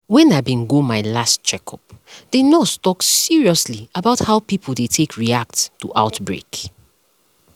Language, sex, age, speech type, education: Nigerian Pidgin, female, 30-45, spontaneous, tertiary